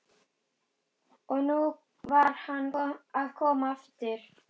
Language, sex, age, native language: Icelandic, female, 12, Icelandic